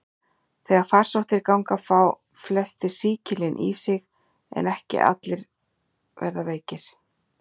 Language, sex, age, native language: Icelandic, female, 40-49, Icelandic